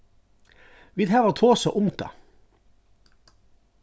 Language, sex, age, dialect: Faroese, male, 36-60, Suðurstreymoy